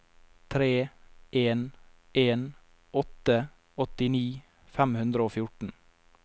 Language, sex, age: Norwegian, male, 22